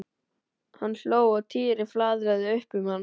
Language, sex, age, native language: Icelandic, male, 12, Icelandic